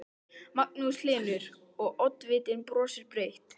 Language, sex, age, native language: Icelandic, male, 13, Icelandic